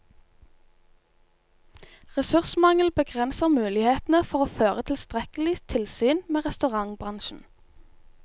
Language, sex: Norwegian, female